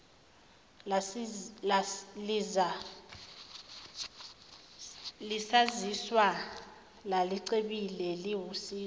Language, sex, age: Zulu, female, 24